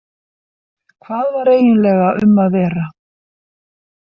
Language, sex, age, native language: Icelandic, female, 60-69, Icelandic